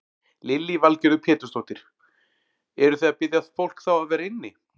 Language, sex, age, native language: Icelandic, male, 40-49, Icelandic